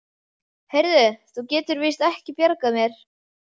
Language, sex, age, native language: Icelandic, male, 11, Icelandic